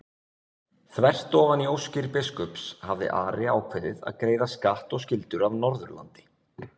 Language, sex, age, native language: Icelandic, male, 20-29, Icelandic